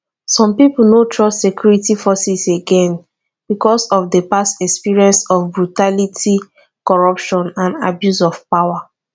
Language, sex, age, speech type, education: Nigerian Pidgin, female, 15-29, spontaneous, tertiary